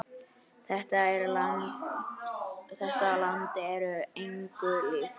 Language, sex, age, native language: Icelandic, male, 10, Icelandic